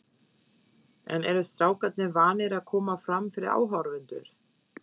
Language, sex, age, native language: Icelandic, female, 40-49, German